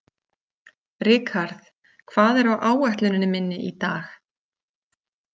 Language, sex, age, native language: Icelandic, female, 40-49, Icelandic